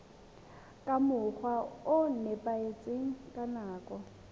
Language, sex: Southern Sotho, female